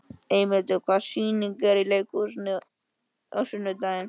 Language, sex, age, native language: Icelandic, male, 13, Icelandic